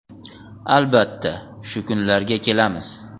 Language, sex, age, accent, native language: Uzbek, male, 25-34, Andijon, Uzbek